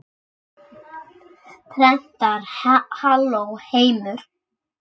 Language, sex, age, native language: Icelandic, female, 6, Icelandic